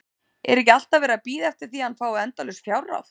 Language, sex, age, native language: Icelandic, female, 30-39, Icelandic